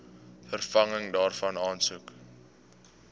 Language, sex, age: Afrikaans, male, 18